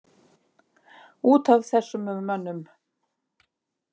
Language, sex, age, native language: Icelandic, female, 50-59, Icelandic